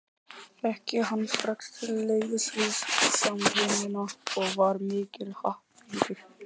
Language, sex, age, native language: Icelandic, male, 18-19, Icelandic